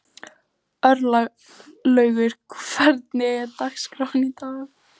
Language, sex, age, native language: Icelandic, female, 14, Icelandic